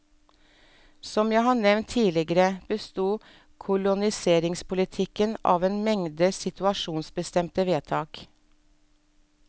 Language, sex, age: Norwegian, female, 47